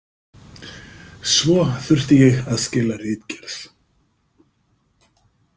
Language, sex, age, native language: Icelandic, male, 50-59, Icelandic